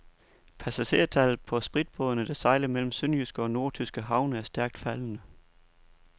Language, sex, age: Danish, male, 29